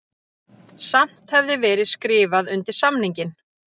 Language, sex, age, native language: Icelandic, female, 30-39, Icelandic